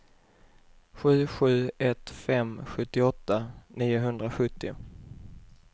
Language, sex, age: Swedish, male, 21